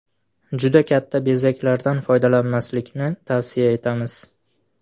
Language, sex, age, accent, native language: Uzbek, male, 18-24, Farg'ona, Uzbek